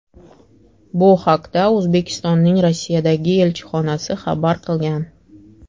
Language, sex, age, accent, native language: Uzbek, female, 35+, Toshkent shahri, Russian